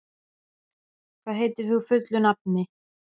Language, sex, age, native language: Icelandic, female, 13, Icelandic